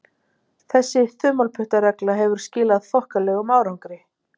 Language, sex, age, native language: Icelandic, female, 50-59, Icelandic